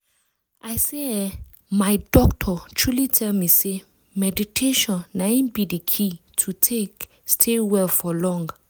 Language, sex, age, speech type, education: Nigerian Pidgin, female, 15-29, spontaneous, tertiary